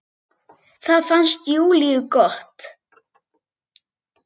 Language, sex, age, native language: Icelandic, female, 8, Icelandic